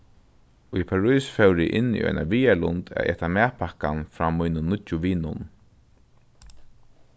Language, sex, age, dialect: Faroese, male, 15-35, Norðurstreymoy/Eysturoy